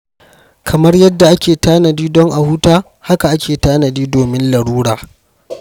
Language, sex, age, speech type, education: Hausa, male, 15-29, read, primary